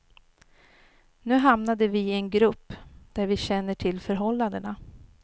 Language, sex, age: Swedish, female, 39